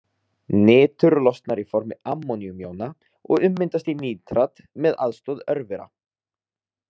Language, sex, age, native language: Icelandic, male, 30-39, Icelandic